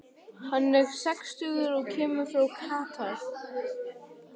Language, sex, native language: Icelandic, male, Icelandic